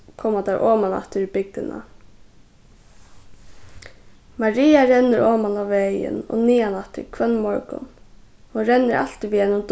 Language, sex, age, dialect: Faroese, female, 15-35, Suðurstreymoy